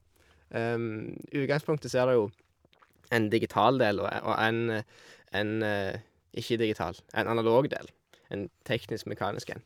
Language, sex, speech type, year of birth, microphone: Norwegian, male, spontaneous, 1991, Shure